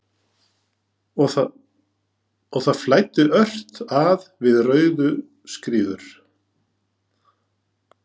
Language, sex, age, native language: Icelandic, male, 40-49, Norwegian